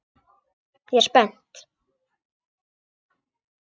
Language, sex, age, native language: Icelandic, female, 8, Icelandic